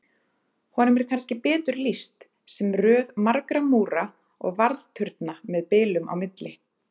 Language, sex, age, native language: Icelandic, female, 30-39, Icelandic